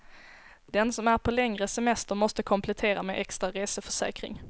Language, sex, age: Swedish, female, 17